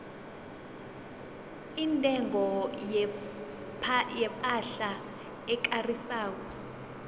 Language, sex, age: South Ndebele, female, 21